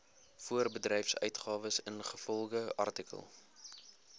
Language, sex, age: Afrikaans, male, 20